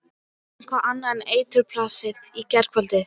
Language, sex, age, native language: Icelandic, female, 12, Icelandic